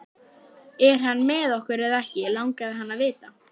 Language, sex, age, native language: Icelandic, female, 11, Icelandic